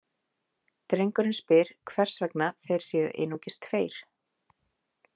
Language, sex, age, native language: Icelandic, female, 30-39, Icelandic